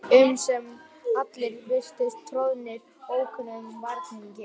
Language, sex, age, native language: Icelandic, male, 11, Icelandic